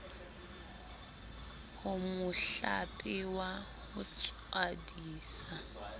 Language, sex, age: Southern Sotho, female, 19